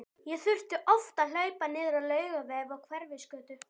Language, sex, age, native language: Icelandic, female, 12, Icelandic